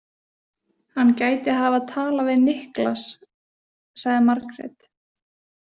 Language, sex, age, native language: Icelandic, female, 20-29, Icelandic